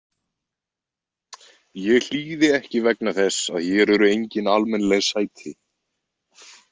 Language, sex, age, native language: Icelandic, male, 20-29, Icelandic